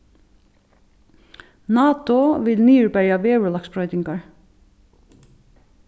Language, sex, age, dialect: Faroese, female, 36-60, Suðurstreymoy